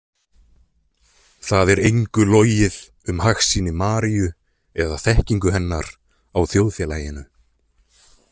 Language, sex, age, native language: Icelandic, male, 20-29, Icelandic